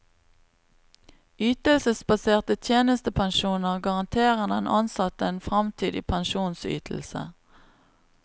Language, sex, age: Norwegian, female, 36